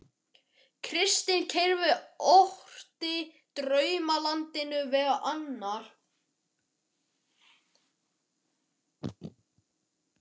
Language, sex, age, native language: Icelandic, male, 12, Icelandic